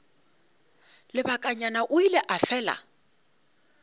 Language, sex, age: Northern Sotho, female, 35